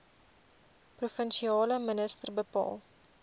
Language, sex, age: Afrikaans, female, 20